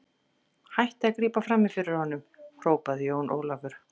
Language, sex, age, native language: Icelandic, female, 40-49, Icelandic